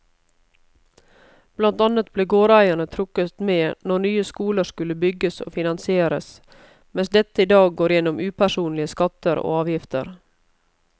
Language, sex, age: Norwegian, female, 31